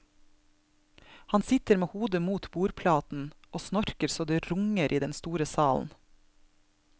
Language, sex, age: Norwegian, female, 32